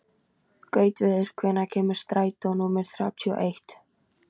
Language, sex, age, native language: Icelandic, female, 13, Icelandic